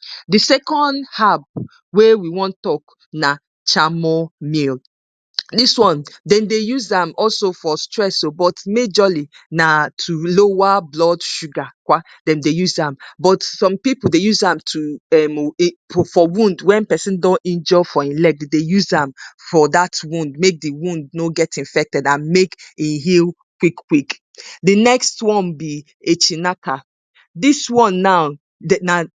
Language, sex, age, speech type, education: Nigerian Pidgin, female, 30-45, spontaneous, tertiary